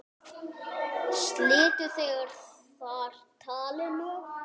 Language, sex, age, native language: Icelandic, male, 8, Icelandic